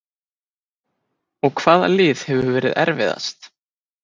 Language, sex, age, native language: Icelandic, male, 20-29, Icelandic